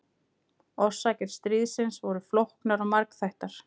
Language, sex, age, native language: Icelandic, female, 30-39, Icelandic